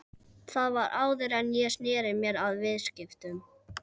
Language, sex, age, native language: Icelandic, other, 11, Icelandic